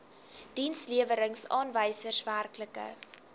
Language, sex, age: Afrikaans, female, 19